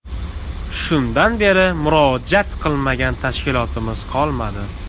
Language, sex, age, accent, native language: Uzbek, male, 18-24, Toshkent viloyati, Uzbek